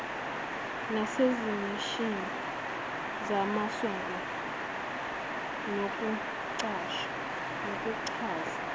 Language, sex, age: Zulu, female, 19